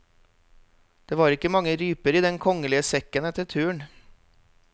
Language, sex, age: Norwegian, male, 32